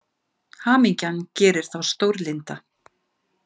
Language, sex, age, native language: Icelandic, female, 50-59, Icelandic